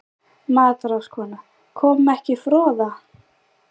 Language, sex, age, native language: Icelandic, female, 20-29, Icelandic